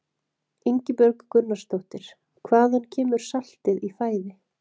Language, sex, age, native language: Icelandic, female, 30-39, Icelandic